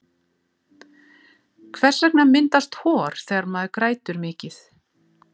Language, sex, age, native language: Icelandic, female, 40-49, Icelandic